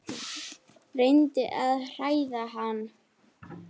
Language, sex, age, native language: Icelandic, female, 7, Icelandic